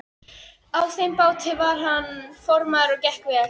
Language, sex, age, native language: Icelandic, female, 13, Icelandic